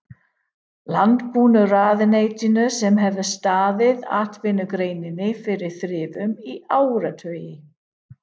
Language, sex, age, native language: Icelandic, female, 50-59, English